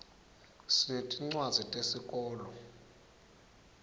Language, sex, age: Swati, male, 19